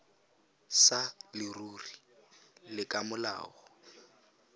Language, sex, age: Tswana, male, 20